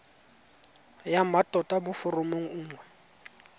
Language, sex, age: Tswana, male, 20